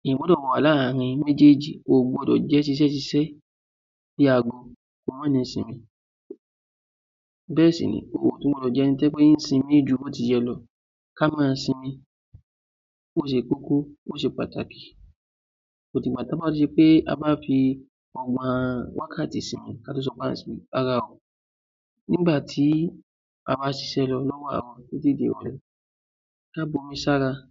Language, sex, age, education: Yoruba, male, 30-45, tertiary